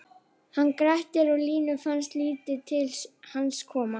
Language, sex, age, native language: Icelandic, female, 11, Icelandic